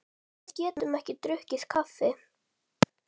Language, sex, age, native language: Icelandic, male, 10, Icelandic